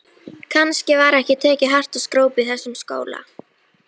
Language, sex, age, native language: Icelandic, female, 13, Icelandic